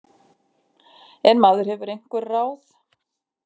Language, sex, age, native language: Icelandic, female, 50-59, Icelandic